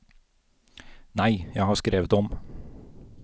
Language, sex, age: Norwegian, male, 29